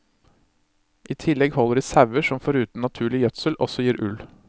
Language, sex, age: Norwegian, male, 26